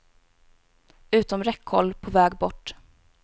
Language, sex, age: Swedish, female, 18